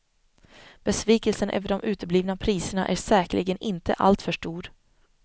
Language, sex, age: Swedish, female, 25